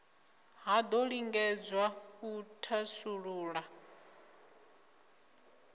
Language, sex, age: Venda, female, 25